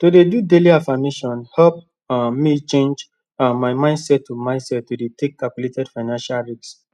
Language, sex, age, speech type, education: Nigerian Pidgin, male, 15-29, spontaneous, tertiary